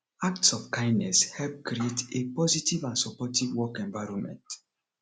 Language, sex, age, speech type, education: Nigerian Pidgin, male, 30-45, spontaneous, tertiary